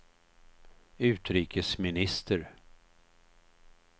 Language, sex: Swedish, male